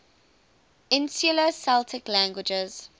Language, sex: English, female